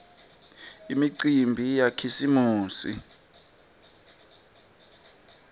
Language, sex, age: Swati, male, 23